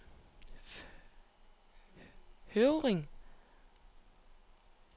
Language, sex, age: Danish, female, 27